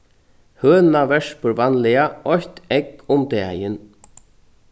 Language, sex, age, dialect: Faroese, male, 36-60, Norðurstreymoy/Eysturoy